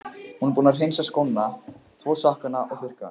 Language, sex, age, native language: Icelandic, male, 15, Icelandic